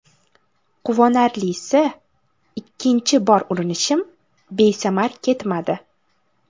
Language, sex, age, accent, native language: Uzbek, female, 18-24, Buxoro, Uzbek